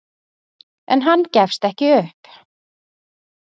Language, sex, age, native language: Icelandic, female, 40-49, Icelandic